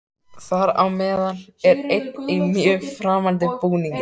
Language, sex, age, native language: Icelandic, male, 13, Icelandic